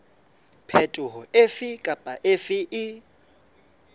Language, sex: Southern Sotho, female